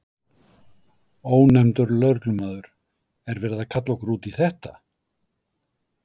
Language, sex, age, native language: Icelandic, male, 60-69, Icelandic